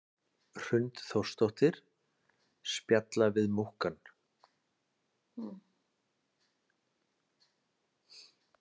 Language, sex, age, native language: Icelandic, male, 40-49, Icelandic